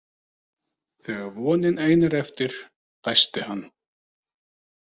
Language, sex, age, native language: Icelandic, male, 30-39, Icelandic